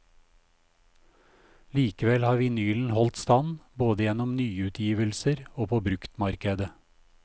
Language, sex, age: Norwegian, male, 56